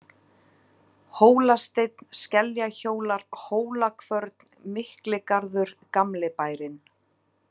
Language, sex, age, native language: Icelandic, female, 30-39, Icelandic